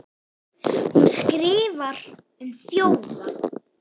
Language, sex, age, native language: Icelandic, female, 18-19, Icelandic